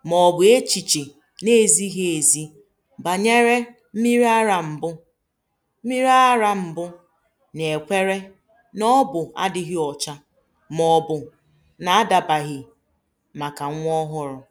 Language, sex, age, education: Igbo, female, 15-29, tertiary